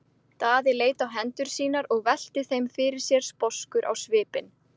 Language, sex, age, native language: Icelandic, female, 20-29, Icelandic